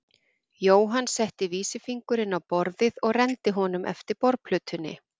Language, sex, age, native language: Icelandic, female, 40-49, Icelandic